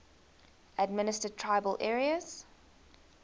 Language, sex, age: English, female, 20